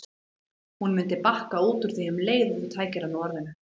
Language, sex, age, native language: Icelandic, female, 40-49, Icelandic